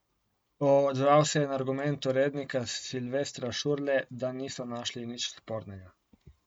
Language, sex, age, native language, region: Slovenian, male, 18-29, Slovenian, Coastal Karst region